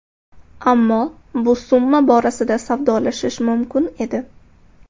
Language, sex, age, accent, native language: Uzbek, female, 18-24, Toshkent shahri, Uzbek